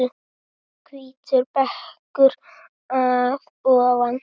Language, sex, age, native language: Icelandic, male, 7, Icelandic